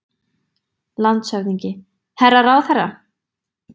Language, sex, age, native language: Icelandic, female, 20-29, Icelandic